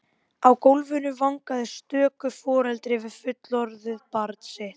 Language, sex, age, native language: Icelandic, female, 12, Icelandic